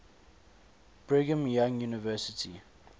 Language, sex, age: English, male, 22